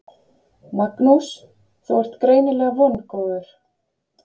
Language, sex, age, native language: Icelandic, female, 30-39, Icelandic